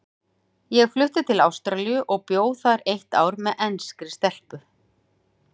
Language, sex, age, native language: Icelandic, female, 40-49, Icelandic